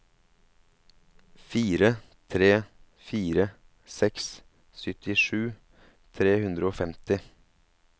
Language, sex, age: Norwegian, male, 27